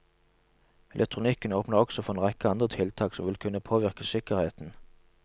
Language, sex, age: Norwegian, male, 27